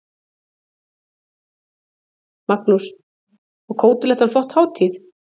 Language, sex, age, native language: Icelandic, female, 30-39, Icelandic